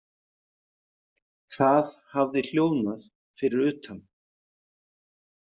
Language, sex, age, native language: Icelandic, male, 50-59, Icelandic